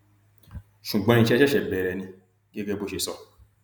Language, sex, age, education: Yoruba, male, 30-45, tertiary